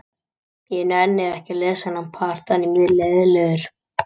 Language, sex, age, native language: Icelandic, male, 18-19, Icelandic